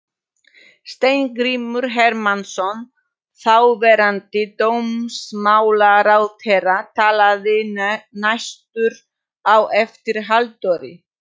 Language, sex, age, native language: Icelandic, female, 40-49, Polish